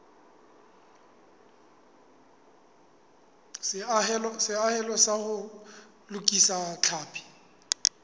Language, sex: Southern Sotho, male